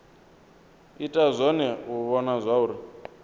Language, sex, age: Venda, male, 22